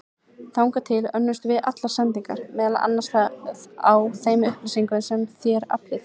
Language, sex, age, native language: Icelandic, female, 20-29, Icelandic